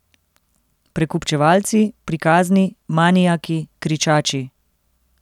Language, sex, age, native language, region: Slovenian, female, 30-49, Slovenian, Central Slovenia